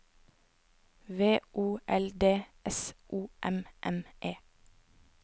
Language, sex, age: Norwegian, female, 24